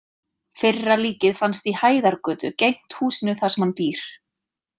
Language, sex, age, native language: Icelandic, female, 30-39, Icelandic